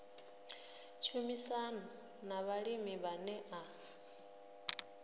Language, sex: Venda, female